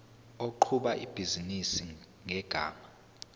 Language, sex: Zulu, male